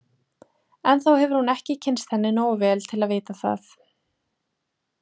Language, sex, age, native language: Icelandic, female, 20-29, Icelandic